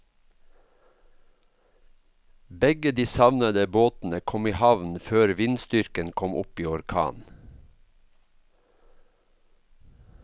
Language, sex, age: Norwegian, male, 54